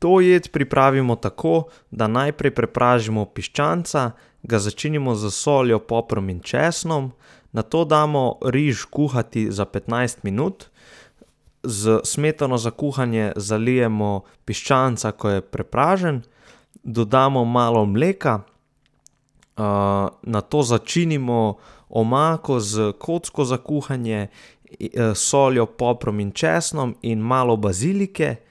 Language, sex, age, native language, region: Slovenian, male, 18-29, Slovenian, Southeast Slovenia